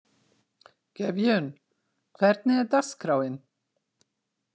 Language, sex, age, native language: Icelandic, female, 60-69, Icelandic